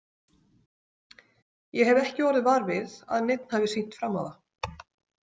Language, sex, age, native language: Icelandic, female, 40-49, Icelandic